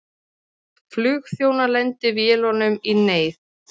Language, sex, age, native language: Icelandic, female, 30-39, Icelandic